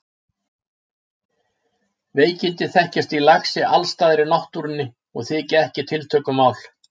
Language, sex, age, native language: Icelandic, male, 60-69, Icelandic